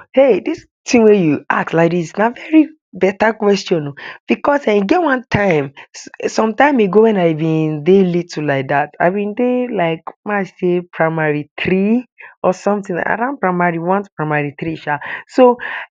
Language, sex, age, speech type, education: Nigerian Pidgin, male, 15-29, spontaneous, tertiary